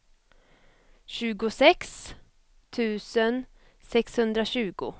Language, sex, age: Swedish, female, 25